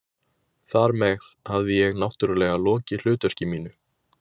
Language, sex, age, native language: Icelandic, male, 20-29, Icelandic